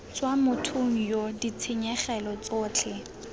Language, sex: Tswana, female